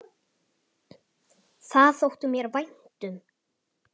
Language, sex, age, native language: Icelandic, male, 10, Icelandic